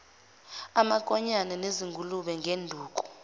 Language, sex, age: Zulu, female, 25